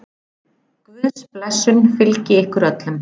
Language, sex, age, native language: Icelandic, female, 9, Icelandic